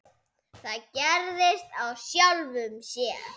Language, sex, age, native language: Icelandic, male, 6, Icelandic